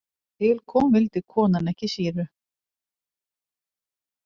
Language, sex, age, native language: Icelandic, female, 40-49, Icelandic